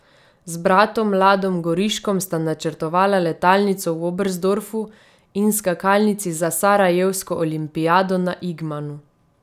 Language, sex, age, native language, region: Slovenian, female, 30-49, Slovenian, Savinja region